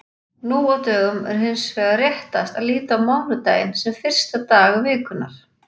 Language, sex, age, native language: Icelandic, female, 40-49, Icelandic